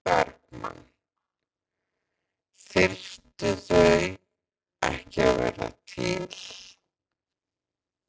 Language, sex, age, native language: Icelandic, male, 14, Icelandic